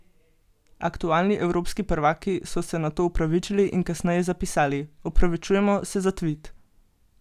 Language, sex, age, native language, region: Slovenian, female, 18-29, Slovenian, Gorenjska region